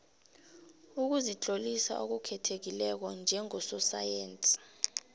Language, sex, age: South Ndebele, female, 26